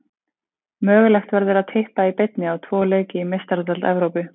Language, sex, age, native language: Icelandic, female, 20-29, Icelandic